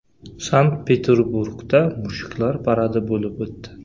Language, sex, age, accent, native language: Uzbek, male, 25-34, Samarqand, Uzbek